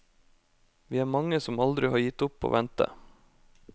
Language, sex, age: Norwegian, male, 25